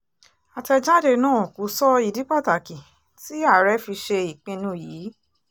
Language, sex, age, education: Yoruba, female, 15-29, tertiary